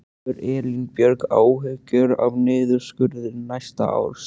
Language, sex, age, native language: Icelandic, male, 13, Icelandic